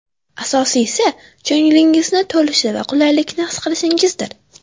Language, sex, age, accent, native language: Uzbek, female, 12-17, Farg'ona, Uzbek